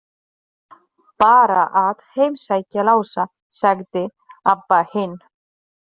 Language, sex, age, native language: Icelandic, female, 30-39, Polish